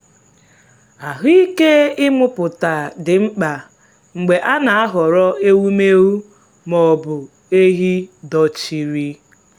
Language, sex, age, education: Igbo, female, 15-29, tertiary